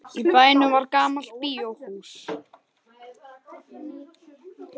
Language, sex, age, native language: Icelandic, male, 10, Icelandic